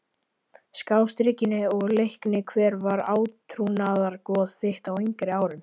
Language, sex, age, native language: Icelandic, male, 11, Icelandic